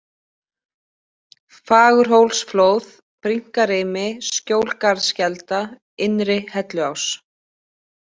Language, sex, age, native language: Icelandic, female, 20-29, Icelandic